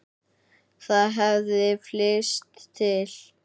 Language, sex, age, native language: Icelandic, male, 9, Icelandic